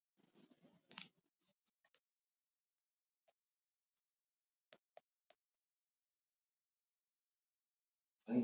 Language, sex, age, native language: Icelandic, male, 50-59, Polish